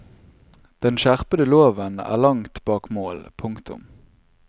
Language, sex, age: Norwegian, male, 24